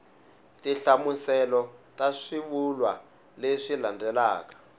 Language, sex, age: Tsonga, male, 19